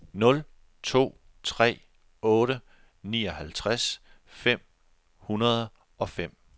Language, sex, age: Danish, male, 42